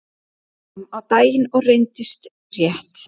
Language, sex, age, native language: Icelandic, female, 11, Icelandic